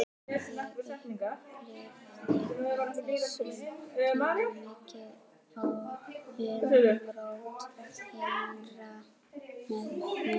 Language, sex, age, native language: Icelandic, female, 12, Icelandic